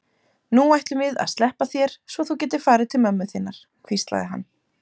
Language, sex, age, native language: Icelandic, female, 30-39, Icelandic